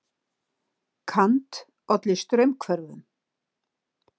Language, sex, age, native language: Icelandic, female, 60-69, Icelandic